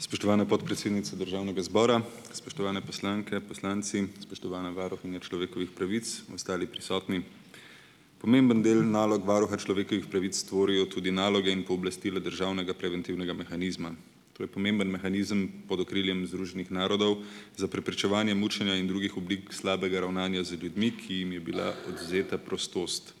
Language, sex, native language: Slovenian, male, Slovenian